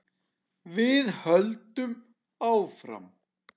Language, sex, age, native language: Icelandic, male, 10, Icelandic